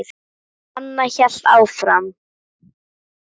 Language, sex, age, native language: Icelandic, female, 10, Icelandic